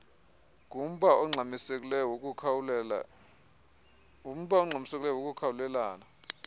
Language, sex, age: Xhosa, male, 24